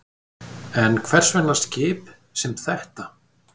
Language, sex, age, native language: Icelandic, male, 50-59, Icelandic